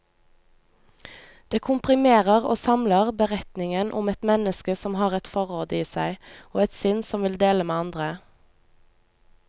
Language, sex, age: Norwegian, female, 25